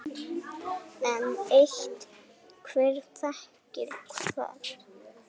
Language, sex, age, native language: Icelandic, female, 7, Icelandic